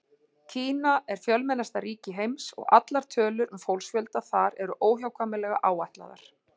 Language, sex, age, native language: Icelandic, female, 40-49, Icelandic